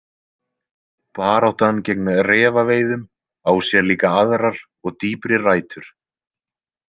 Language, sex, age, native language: Icelandic, male, 20-29, Icelandic